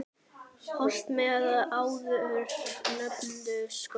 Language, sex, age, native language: Icelandic, male, 8, Icelandic